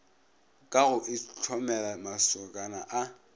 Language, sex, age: Northern Sotho, male, 26